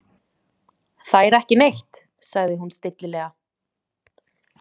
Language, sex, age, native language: Icelandic, female, 20-29, Icelandic